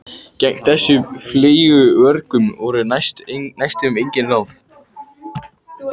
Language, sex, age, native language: Icelandic, male, 14, Icelandic